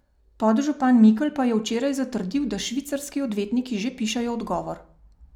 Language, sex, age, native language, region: Slovenian, female, 30-49, Slovenian, Savinja region